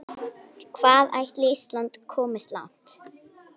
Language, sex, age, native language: Icelandic, female, 9, Icelandic